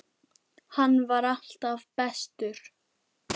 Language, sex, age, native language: Icelandic, female, 10, Icelandic